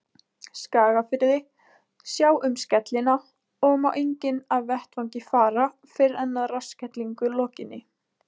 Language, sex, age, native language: Icelandic, female, 20-29, Icelandic